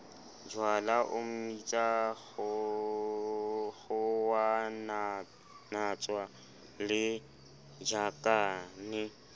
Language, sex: Southern Sotho, male